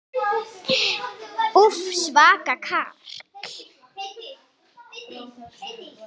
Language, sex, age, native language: Icelandic, female, 8, Icelandic